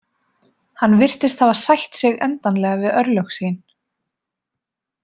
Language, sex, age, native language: Icelandic, female, 20-29, Icelandic